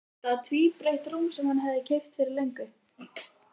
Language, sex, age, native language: Icelandic, female, 13, Icelandic